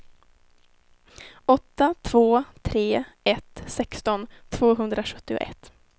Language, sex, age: Swedish, female, 19